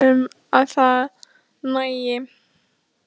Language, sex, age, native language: Icelandic, female, 15, Icelandic